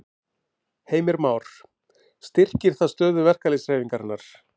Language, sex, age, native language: Icelandic, male, 50-59, Icelandic